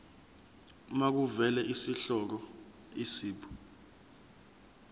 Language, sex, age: Zulu, male, 24